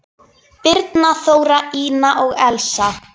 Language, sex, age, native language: Icelandic, female, 9, Icelandic